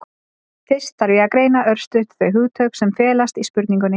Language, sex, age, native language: Icelandic, female, 30-39, Icelandic